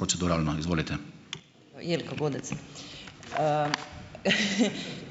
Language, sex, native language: Slovenian, female, Slovenian